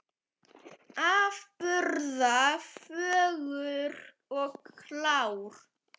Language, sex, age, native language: Icelandic, male, 10, Icelandic